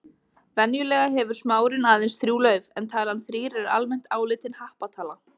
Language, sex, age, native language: Icelandic, female, 20-29, Icelandic